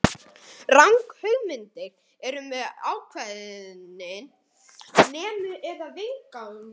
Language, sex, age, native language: Icelandic, male, 18-19, Icelandic